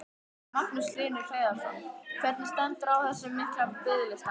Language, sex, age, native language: Icelandic, female, 12, Icelandic